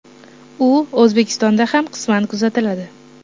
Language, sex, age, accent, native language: Uzbek, female, 18-24, Toshkent shahri, Uzbek